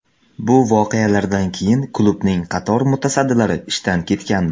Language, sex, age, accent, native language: Uzbek, male, under 19, Samarqand, Uzbek